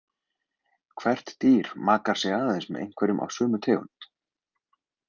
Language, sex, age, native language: Icelandic, male, 20-29, Icelandic